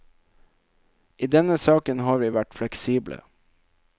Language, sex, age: Norwegian, male, 27